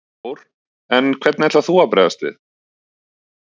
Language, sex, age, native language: Icelandic, male, 30-39, Icelandic